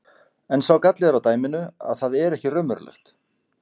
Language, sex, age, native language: Icelandic, male, 50-59, Icelandic